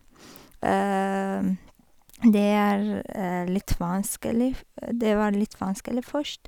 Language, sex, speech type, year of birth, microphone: Norwegian, female, spontaneous, 1985, Sennheiser